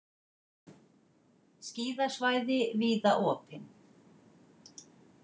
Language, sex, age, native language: Icelandic, female, 50-59, Icelandic